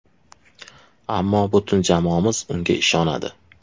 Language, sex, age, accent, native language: Uzbek, male, 25-34, Toshkent shahri, Uzbek